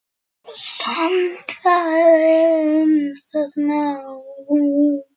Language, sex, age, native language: Icelandic, female, 20-29, Icelandic